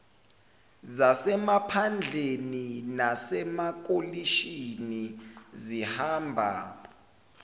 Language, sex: Zulu, male